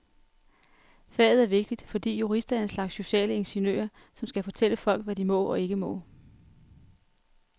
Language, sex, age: Danish, female, 33